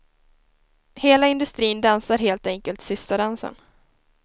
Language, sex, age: Swedish, female, 19